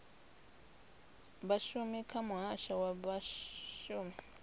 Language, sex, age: Venda, female, 26